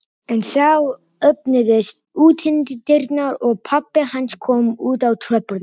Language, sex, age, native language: Icelandic, other, 18-19, Icelandic